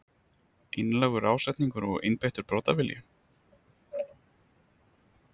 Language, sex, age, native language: Icelandic, male, 30-39, Icelandic